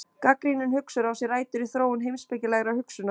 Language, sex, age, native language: Icelandic, female, 20-29, Icelandic